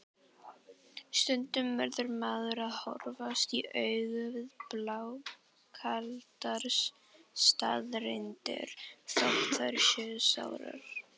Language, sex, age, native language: Icelandic, female, 18-19, Icelandic